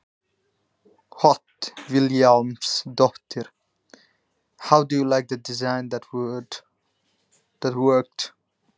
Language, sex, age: Icelandic, male, 20-29